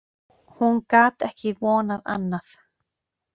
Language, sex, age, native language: Icelandic, female, 40-49, Icelandic